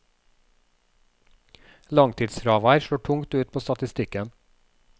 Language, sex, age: Norwegian, male, 36